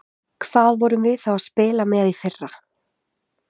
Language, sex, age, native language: Icelandic, female, 20-29, Icelandic